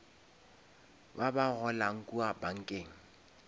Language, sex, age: Northern Sotho, male, 26